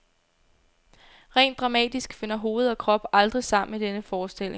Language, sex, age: Danish, female, 22